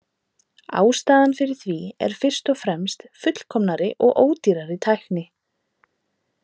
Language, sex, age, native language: Icelandic, female, 30-39, Icelandic